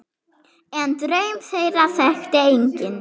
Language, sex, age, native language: Icelandic, female, 7, German